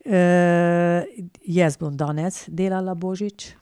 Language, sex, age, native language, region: Slovenian, female, 60+, Slovenian, Pomurje region